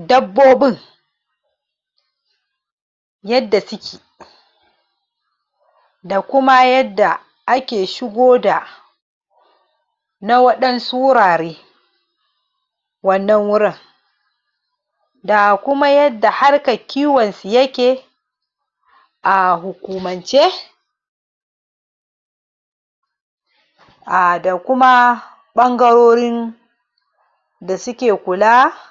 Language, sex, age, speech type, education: Hausa, male, 46-60, spontaneous, tertiary